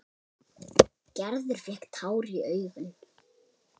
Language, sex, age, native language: Icelandic, female, 8, Icelandic